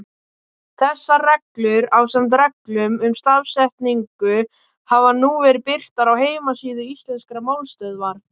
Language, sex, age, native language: Icelandic, male, 18-19, Icelandic